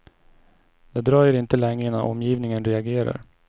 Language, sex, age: Swedish, male, 29